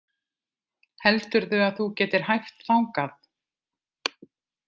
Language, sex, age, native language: Icelandic, female, 50-59, Icelandic